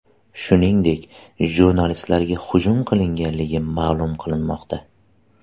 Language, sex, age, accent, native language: Uzbek, male, 25-34, Surxondaryo, Uzbek